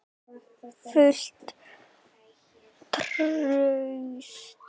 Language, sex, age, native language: Icelandic, female, 9, Icelandic